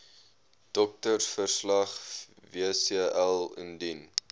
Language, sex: Afrikaans, male